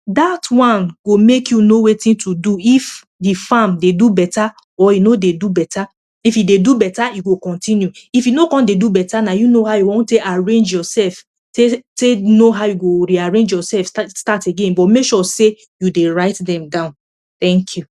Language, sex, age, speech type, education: Nigerian Pidgin, female, 30-45, spontaneous, tertiary